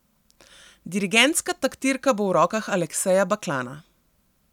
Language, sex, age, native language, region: Slovenian, female, 30-49, Slovenian, Central Slovenia